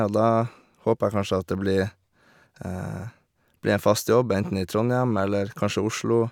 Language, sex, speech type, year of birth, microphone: Norwegian, male, spontaneous, 1989, Shure